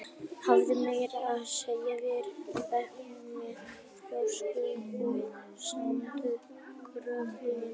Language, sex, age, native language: Icelandic, female, 18-19, Icelandic